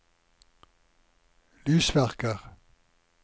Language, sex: Norwegian, male